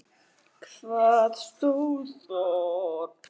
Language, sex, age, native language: Icelandic, female, 18-19, Icelandic